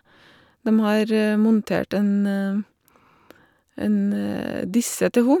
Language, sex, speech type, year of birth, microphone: Norwegian, female, spontaneous, 1985, Shure